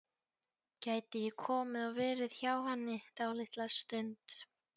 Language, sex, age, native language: Icelandic, female, 14, Polish